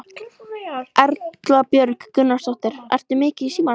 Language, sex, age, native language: Icelandic, female, 14, Icelandic